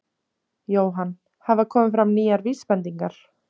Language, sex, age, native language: Icelandic, female, 30-39, Icelandic